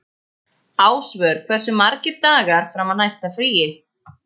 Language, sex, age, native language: Icelandic, female, 14, Icelandic